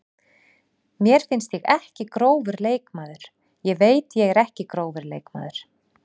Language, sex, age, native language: Icelandic, female, 40-49, Icelandic